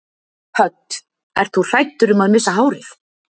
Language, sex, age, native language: Icelandic, female, 50-59, Icelandic